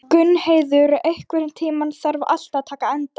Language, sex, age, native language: Icelandic, female, 12, Icelandic